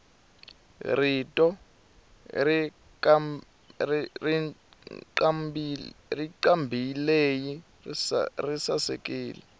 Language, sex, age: Tsonga, male, 23